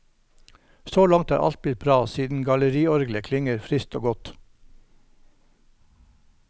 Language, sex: Norwegian, male